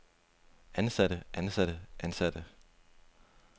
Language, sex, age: Danish, male, 25